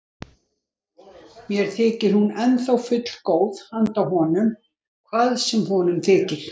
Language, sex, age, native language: Icelandic, female, 60-69, Icelandic